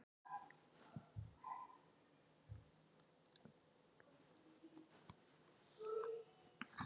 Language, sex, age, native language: Icelandic, female, 40-49, Icelandic